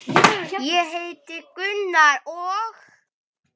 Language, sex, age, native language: Icelandic, male, 9, Icelandic